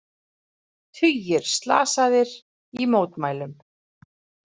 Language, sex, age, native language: Icelandic, female, 40-49, Icelandic